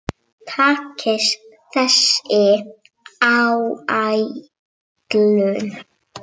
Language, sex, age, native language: Icelandic, female, 7, Icelandic